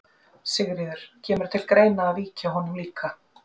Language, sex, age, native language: Icelandic, female, 40-49, Icelandic